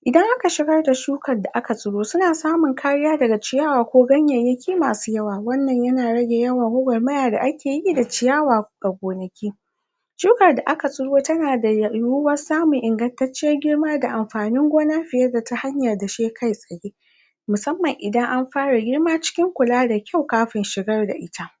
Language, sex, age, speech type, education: Hausa, female, 46-60, spontaneous, primary